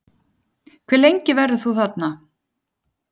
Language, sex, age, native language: Icelandic, female, 10, Icelandic